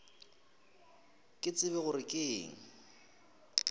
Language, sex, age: Northern Sotho, male, 23